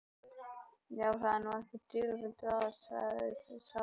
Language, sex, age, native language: Icelandic, male, 18-19, Icelandic